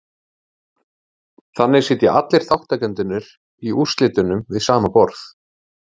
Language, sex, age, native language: Icelandic, male, 30-39, Icelandic